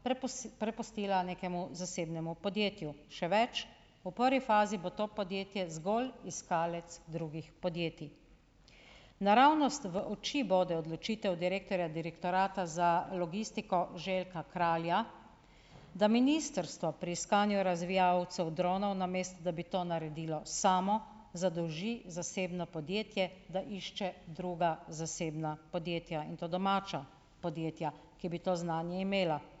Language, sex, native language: Slovenian, female, Slovenian